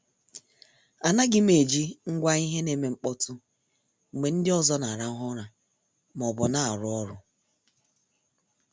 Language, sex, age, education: Igbo, female, 30-45, tertiary